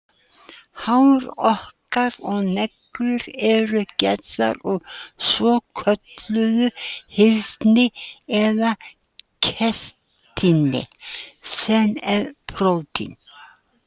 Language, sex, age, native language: Icelandic, female, 70-79, Icelandic